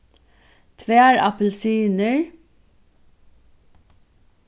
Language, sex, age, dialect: Faroese, female, 36-60, Norðurstreymoy/Eysturoy